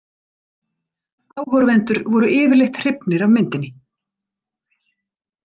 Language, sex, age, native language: Icelandic, female, 40-49, Icelandic